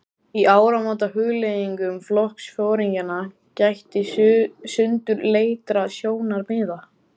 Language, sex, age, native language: Icelandic, male, 14, Icelandic